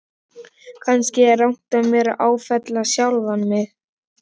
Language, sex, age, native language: Icelandic, male, 12, Icelandic